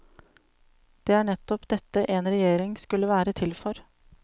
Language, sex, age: Norwegian, female, 35